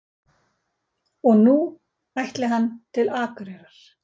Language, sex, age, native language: Icelandic, female, 40-49, Icelandic